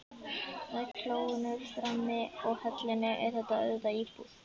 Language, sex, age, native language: Icelandic, male, 11, Icelandic